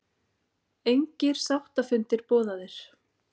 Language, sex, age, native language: Icelandic, female, 40-49, Icelandic